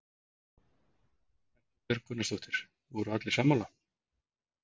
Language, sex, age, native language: Icelandic, male, 40-49, Icelandic